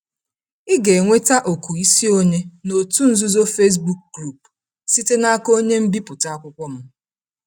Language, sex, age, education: Igbo, female, 30-45, tertiary